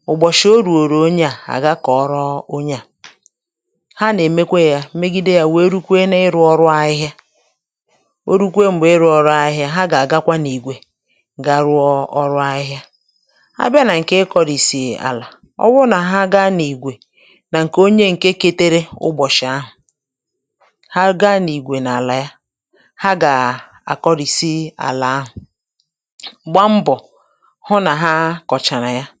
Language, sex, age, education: Igbo, male, 30-45, tertiary